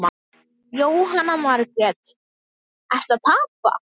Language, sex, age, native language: Icelandic, female, 10, Icelandic